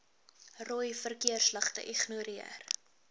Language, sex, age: Afrikaans, female, 23